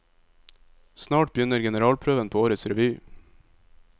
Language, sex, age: Norwegian, male, 22